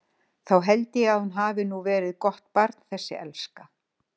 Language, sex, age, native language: Icelandic, female, 60-69, Icelandic